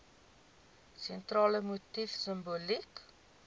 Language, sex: Afrikaans, female